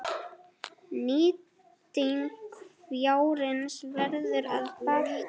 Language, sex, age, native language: Icelandic, female, 8, Icelandic